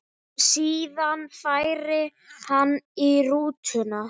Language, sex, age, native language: Icelandic, male, 8, Icelandic